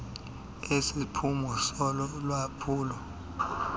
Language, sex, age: Xhosa, male, 26